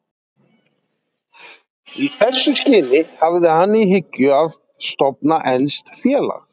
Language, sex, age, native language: Icelandic, male, 40-49, Icelandic